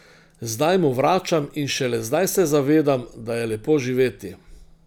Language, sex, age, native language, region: Slovenian, male, 60+, Slovenian, Central Slovenia